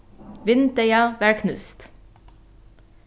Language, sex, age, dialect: Faroese, female, 36-60, Norðuroyggjar